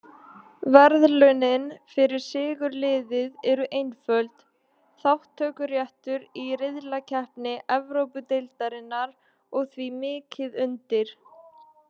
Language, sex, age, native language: Icelandic, female, 20-29, Icelandic